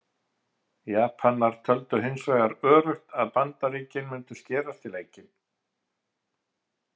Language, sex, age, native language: Icelandic, male, 50-59, Icelandic